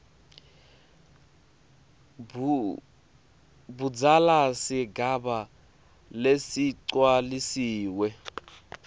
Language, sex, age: Swati, male, 18